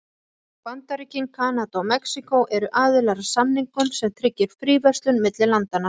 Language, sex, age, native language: Icelandic, female, 40-49, Icelandic